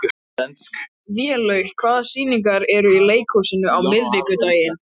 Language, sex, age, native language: Icelandic, male, 13, Icelandic